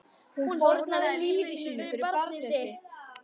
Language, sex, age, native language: Icelandic, female, 12, Icelandic